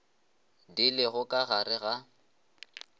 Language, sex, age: Northern Sotho, male, 20